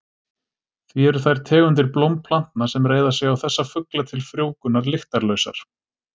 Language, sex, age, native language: Icelandic, male, 30-39, Icelandic